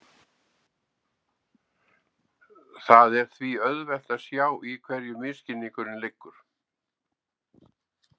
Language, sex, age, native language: Icelandic, male, 70-79, Icelandic